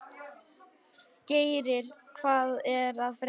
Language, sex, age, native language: Icelandic, male, 11, Icelandic